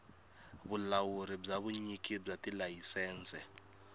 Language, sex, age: Tsonga, male, 26